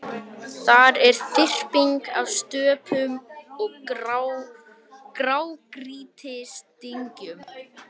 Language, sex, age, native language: Icelandic, male, 18-19, Icelandic